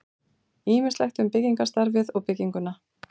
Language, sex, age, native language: Icelandic, female, 40-49, Icelandic